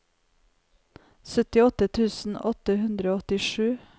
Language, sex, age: Norwegian, female, 45